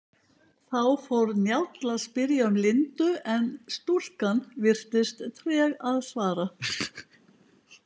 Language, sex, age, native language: Icelandic, male, 20-29, Icelandic